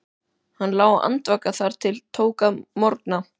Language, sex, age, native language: Icelandic, male, 12, Icelandic